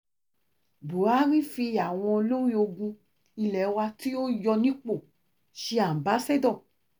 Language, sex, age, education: Yoruba, female, 30-45, tertiary